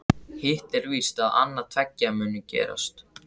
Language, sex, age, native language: Icelandic, male, 14, Icelandic